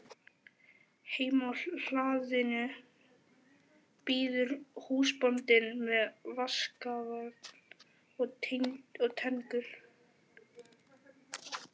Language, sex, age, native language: Icelandic, male, 11, Icelandic